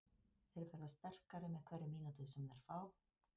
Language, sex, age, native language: Icelandic, female, 50-59, Icelandic